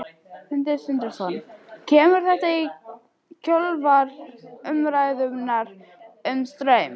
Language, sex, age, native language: Icelandic, female, 12, Icelandic